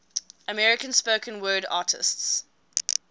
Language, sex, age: English, female, 20